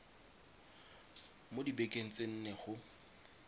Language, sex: Tswana, male